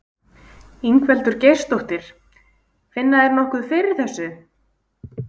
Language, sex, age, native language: Icelandic, female, 20-29, Icelandic